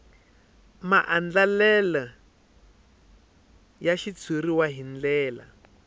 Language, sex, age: Tsonga, male, 23